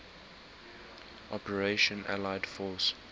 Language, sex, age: English, male, 19